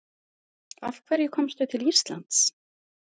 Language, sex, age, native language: Icelandic, female, 30-39, Icelandic